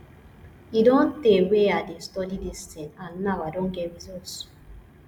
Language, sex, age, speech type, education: Nigerian Pidgin, female, 15-29, spontaneous, tertiary